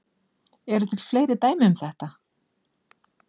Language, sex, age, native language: Icelandic, female, 40-49, Icelandic